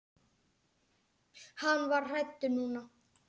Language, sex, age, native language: Icelandic, male, 10, Icelandic